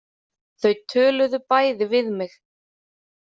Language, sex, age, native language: Icelandic, female, 30-39, Icelandic